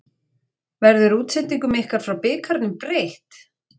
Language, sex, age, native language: Icelandic, female, 40-49, Icelandic